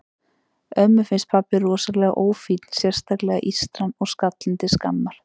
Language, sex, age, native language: Icelandic, female, 30-39, Icelandic